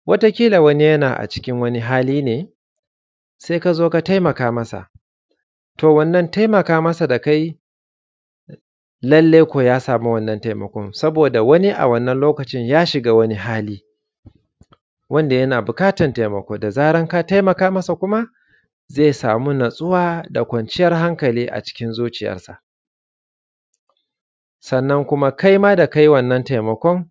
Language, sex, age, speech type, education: Hausa, male, 30-45, spontaneous, secondary